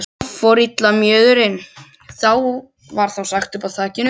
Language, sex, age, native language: Icelandic, other, 12, Icelandic